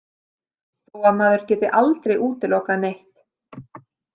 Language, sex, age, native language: Icelandic, female, 30-39, Icelandic